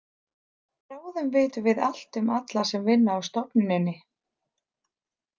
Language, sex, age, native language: Icelandic, female, 30-39, Icelandic